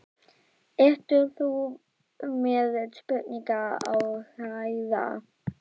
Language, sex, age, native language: Icelandic, female, 12, Icelandic